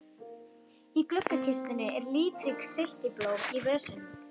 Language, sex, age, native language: Icelandic, female, 12, Icelandic